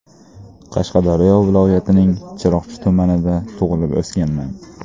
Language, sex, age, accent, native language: Uzbek, male, 19-29, Andijon, Uzbek